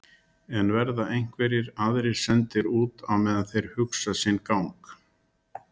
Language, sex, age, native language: Icelandic, male, 60-69, Icelandic